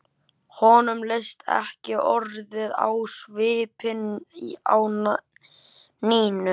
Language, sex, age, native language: Icelandic, male, 11, Icelandic